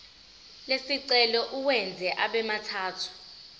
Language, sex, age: Zulu, female, 25